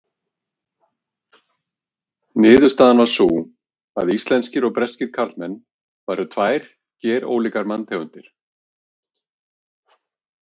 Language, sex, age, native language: Icelandic, male, 50-59, Icelandic